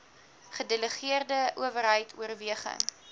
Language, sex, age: Afrikaans, female, 19